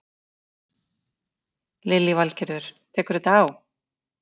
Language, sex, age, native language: Icelandic, female, 50-59, Icelandic